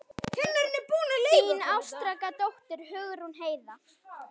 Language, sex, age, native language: Icelandic, female, 9, Icelandic